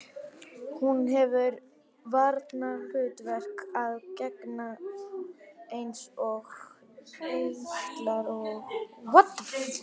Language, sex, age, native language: Icelandic, male, 11, Icelandic